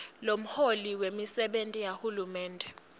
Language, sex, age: Swati, female, 19